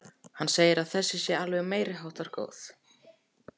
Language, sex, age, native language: Icelandic, male, 14, Icelandic